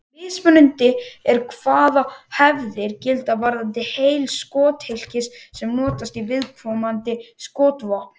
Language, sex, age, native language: Icelandic, male, 18-19, Icelandic